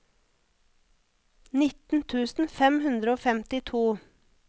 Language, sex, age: Norwegian, female, 34